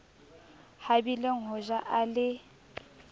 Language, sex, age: Southern Sotho, female, 22